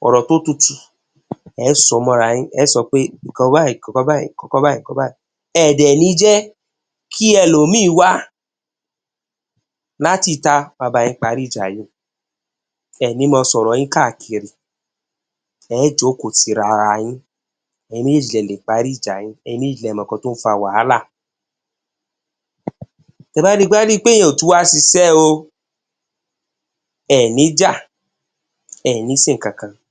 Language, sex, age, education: Yoruba, female, 46-60, tertiary